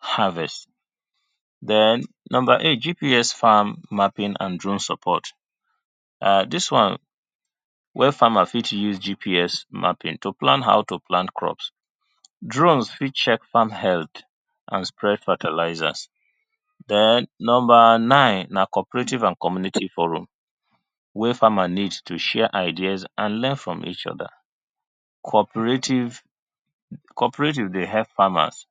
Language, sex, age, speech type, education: Nigerian Pidgin, male, 30-45, spontaneous, tertiary